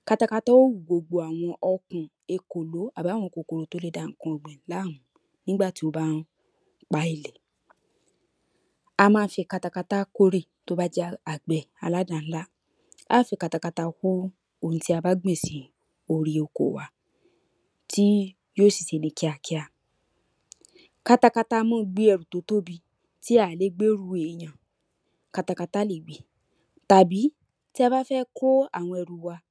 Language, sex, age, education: Yoruba, female, 15-29, tertiary